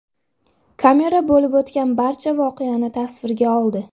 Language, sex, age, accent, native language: Uzbek, female, under 19, Andijon, Uzbek